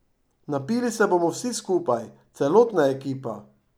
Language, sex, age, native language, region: Slovenian, male, 50-59, Slovenian, Drava region